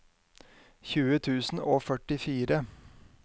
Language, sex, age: Norwegian, male, 50